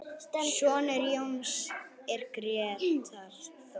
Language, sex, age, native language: Icelandic, female, 10, Icelandic